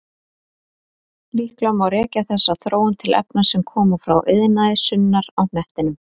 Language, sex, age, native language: Icelandic, female, 30-39, Icelandic